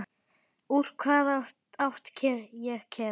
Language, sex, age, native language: Icelandic, male, 8, Icelandic